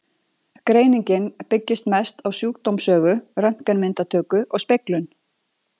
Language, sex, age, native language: Icelandic, female, 40-49, Icelandic